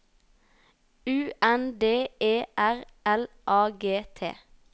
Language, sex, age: Norwegian, female, 19